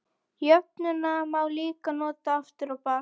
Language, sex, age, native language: Icelandic, female, 40-49, Icelandic